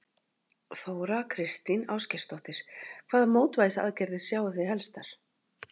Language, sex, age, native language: Icelandic, female, 40-49, Icelandic